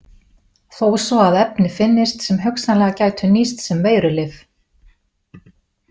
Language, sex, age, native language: Icelandic, female, 40-49, Icelandic